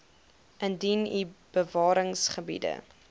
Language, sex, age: Afrikaans, female, 22